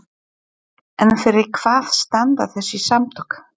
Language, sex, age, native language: Icelandic, female, 40-49, Polish